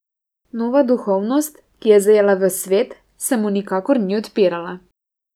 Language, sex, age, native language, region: Slovenian, female, 18-29, Slovenian, Drava region